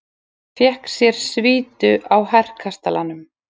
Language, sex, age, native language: Icelandic, female, 40-49, Icelandic